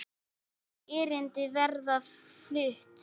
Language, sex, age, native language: Icelandic, female, 10, Icelandic